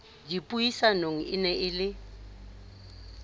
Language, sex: Southern Sotho, female